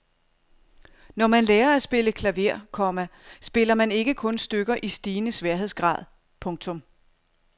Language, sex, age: Danish, female, 42